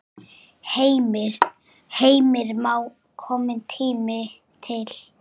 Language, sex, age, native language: Icelandic, male, 8, Icelandic